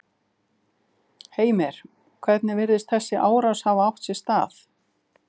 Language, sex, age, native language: Icelandic, female, 50-59, Icelandic